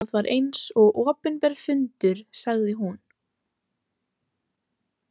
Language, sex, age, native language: Icelandic, female, 18-19, Icelandic